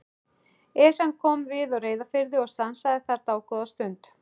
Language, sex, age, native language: Icelandic, male, 11, Icelandic